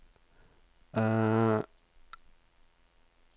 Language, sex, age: Norwegian, male, 34